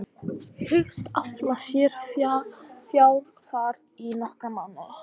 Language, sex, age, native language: Icelandic, female, 14, Icelandic